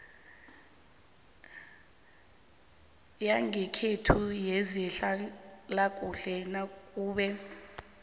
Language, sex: South Ndebele, female